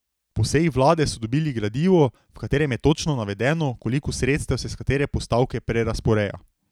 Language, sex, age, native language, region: Slovenian, male, 18-29, Slovenian, Drava region